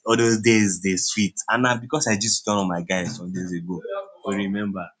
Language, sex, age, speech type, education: Nigerian Pidgin, male, 15-29, spontaneous, secondary